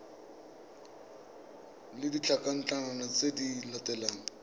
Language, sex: Tswana, male